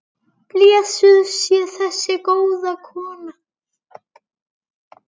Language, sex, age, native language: Icelandic, male, 9, Icelandic